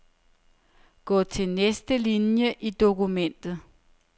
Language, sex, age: Danish, female, 30